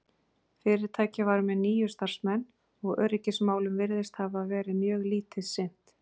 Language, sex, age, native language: Icelandic, female, 40-49, Icelandic